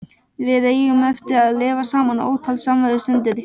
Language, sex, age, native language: Icelandic, female, 12, Icelandic